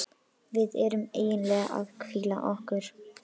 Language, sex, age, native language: Icelandic, female, 12, Icelandic